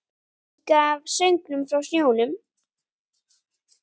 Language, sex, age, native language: Icelandic, female, 8, Icelandic